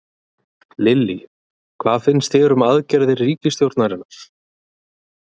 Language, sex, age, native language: Icelandic, male, 20-29, Icelandic